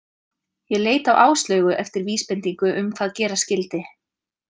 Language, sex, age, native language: Icelandic, female, 30-39, Icelandic